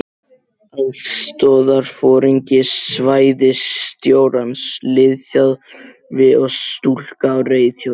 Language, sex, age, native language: Icelandic, male, 12, Icelandic